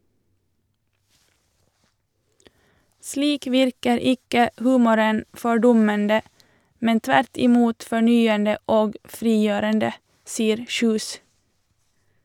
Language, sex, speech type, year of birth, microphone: Norwegian, female, read, 1987, Shure